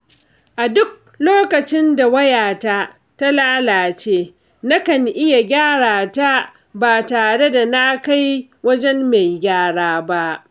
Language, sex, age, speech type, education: Hausa, female, 46-60, read, secondary